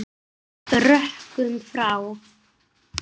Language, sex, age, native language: Icelandic, male, 9, Icelandic